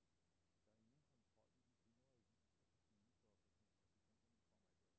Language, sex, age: Danish, male, 34